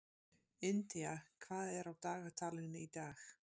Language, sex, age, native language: Icelandic, female, 50-59, Dutch